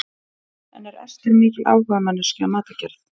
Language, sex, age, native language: Icelandic, female, 20-29, Icelandic